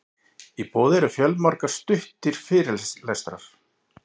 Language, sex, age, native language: Icelandic, male, 40-49, Icelandic